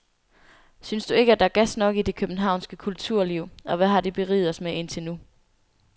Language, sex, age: Danish, female, 24